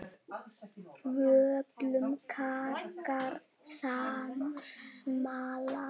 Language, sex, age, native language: Icelandic, male, 10, Icelandic